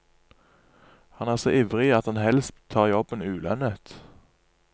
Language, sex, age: Norwegian, male, 27